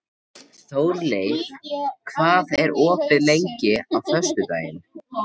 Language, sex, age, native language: Icelandic, male, 13, Icelandic